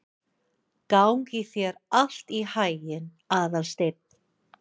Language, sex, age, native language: Icelandic, female, 40-49, English